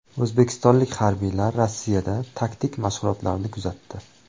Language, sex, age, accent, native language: Uzbek, male, 25-34, Toshkent viloyati, Uzbek